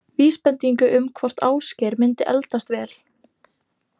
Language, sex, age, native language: Icelandic, female, 18-19, Icelandic